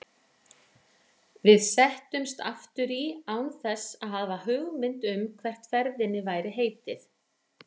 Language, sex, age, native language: Icelandic, female, 40-49, Icelandic